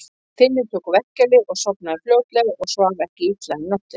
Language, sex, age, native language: Icelandic, female, 50-59, Icelandic